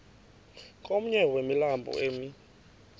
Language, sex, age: Xhosa, female, 28